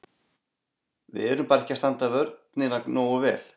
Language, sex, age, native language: Icelandic, male, 40-49, Icelandic